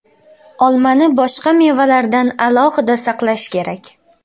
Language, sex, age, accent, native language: Uzbek, female, 19-29, Xorazm, Uzbek